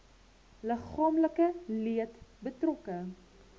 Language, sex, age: Afrikaans, female, 19